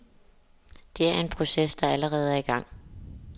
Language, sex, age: Danish, female, 27